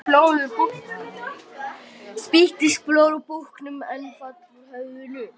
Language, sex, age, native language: Icelandic, male, 12, Icelandic